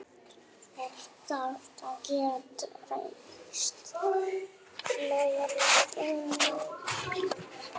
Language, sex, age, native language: Icelandic, female, 11, German